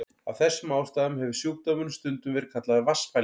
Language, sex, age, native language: Icelandic, male, 40-49, Icelandic